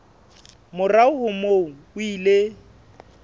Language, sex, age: Southern Sotho, male, 21